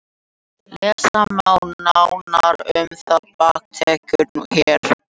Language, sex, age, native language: Icelandic, other, 18-19, Icelandic